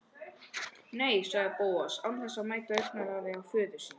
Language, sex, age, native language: Icelandic, male, 12, Icelandic